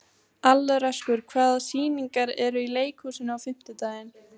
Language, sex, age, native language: Icelandic, female, 15, Icelandic